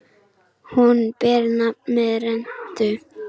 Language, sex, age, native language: Icelandic, female, 10, Icelandic